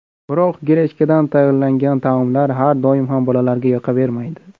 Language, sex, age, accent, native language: Uzbek, male, under 19, Namangan, Uzbek